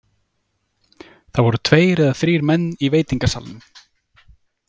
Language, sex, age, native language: Icelandic, male, 30-39, Icelandic